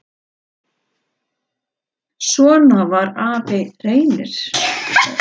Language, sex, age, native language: Icelandic, female, 7, Icelandic